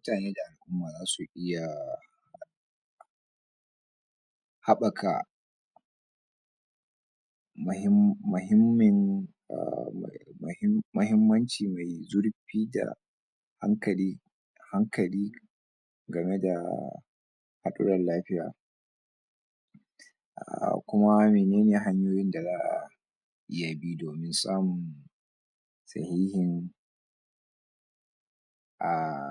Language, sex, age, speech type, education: Hausa, male, 46-60, spontaneous, tertiary